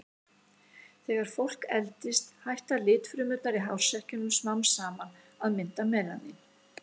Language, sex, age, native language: Icelandic, female, 60-69, Icelandic